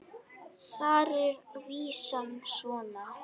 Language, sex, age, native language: Icelandic, male, 8, Icelandic